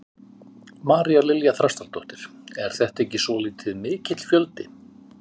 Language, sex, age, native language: Icelandic, male, 50-59, Icelandic